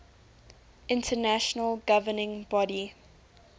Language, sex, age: English, female, 19